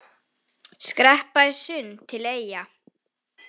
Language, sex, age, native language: Icelandic, female, 18-19, Icelandic